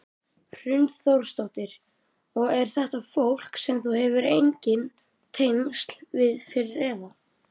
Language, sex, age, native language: Icelandic, male, 30-39, Icelandic